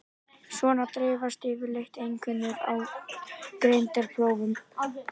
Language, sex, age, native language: Icelandic, male, 18-19, Icelandic